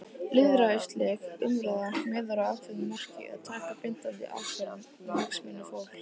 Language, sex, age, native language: Icelandic, male, 18-19, Icelandic